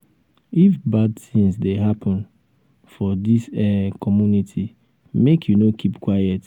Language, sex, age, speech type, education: Nigerian Pidgin, male, 15-29, spontaneous, tertiary